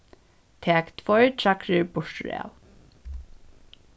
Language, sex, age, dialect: Faroese, female, 15-35, Norðuroyggjar